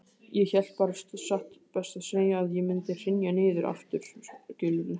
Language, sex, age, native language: Icelandic, male, 18-19, Icelandic